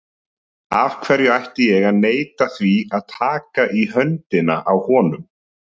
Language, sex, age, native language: Icelandic, male, 30-39, Icelandic